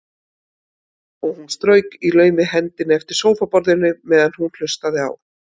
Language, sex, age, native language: Icelandic, female, 50-59, Icelandic